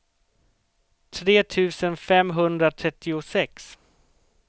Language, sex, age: Swedish, male, 38